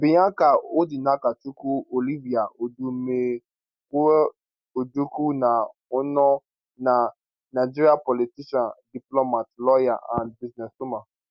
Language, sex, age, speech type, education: Nigerian Pidgin, male, 15-29, spontaneous, tertiary